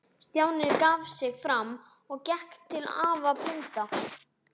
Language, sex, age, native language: Icelandic, male, 11, Icelandic